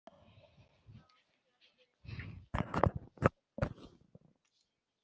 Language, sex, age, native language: Icelandic, male, 10, Icelandic